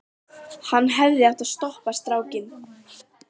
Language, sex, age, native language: Icelandic, female, 12, Icelandic